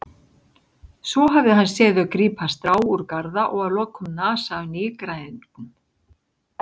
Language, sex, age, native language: Icelandic, female, 60-69, Icelandic